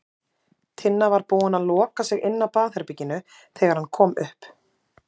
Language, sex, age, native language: Icelandic, female, 30-39, Icelandic